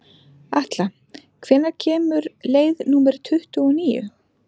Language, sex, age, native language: Icelandic, female, 30-39, Icelandic